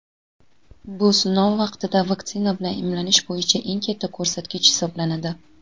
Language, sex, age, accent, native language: Uzbek, female, 19-29, Toshkent viloyati, Uzbek